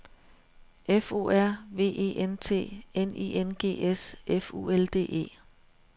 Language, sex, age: Danish, female, 42